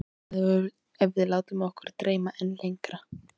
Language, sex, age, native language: Icelandic, female, 18-19, Icelandic